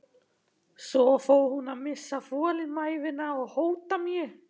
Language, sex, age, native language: Icelandic, male, 18-19, German